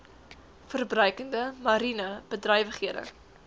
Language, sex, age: Afrikaans, female, 18